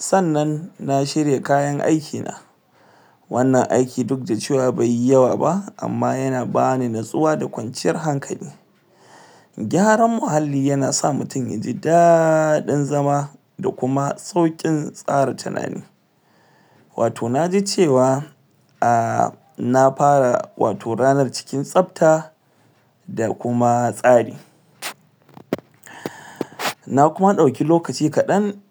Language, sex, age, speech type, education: Hausa, male, 60+, spontaneous, tertiary